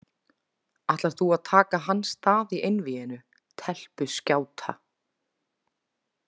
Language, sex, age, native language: Icelandic, female, 20-29, Icelandic